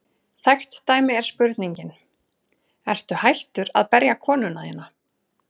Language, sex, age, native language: Icelandic, female, 30-39, Icelandic